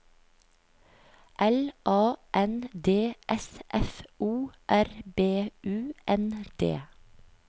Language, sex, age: Norwegian, female, 35